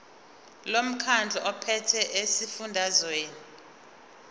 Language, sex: Zulu, female